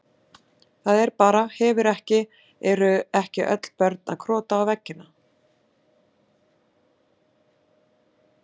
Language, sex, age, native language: Icelandic, female, 60-69, Icelandic